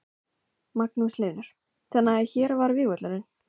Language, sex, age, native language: Icelandic, female, 15, Icelandic